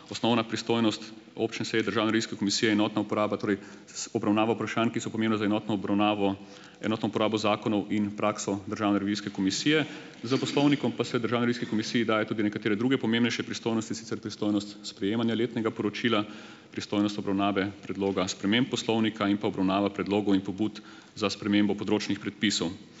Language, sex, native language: Slovenian, male, Slovenian